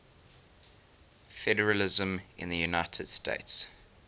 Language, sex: English, male